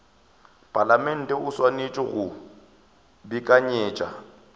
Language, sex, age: Northern Sotho, male, 24